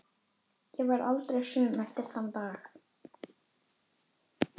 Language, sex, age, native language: Icelandic, female, 11, Icelandic